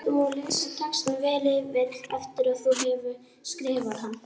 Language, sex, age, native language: Icelandic, female, 18-19, Icelandic